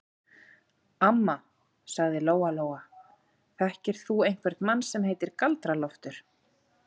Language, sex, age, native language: Icelandic, female, 40-49, Icelandic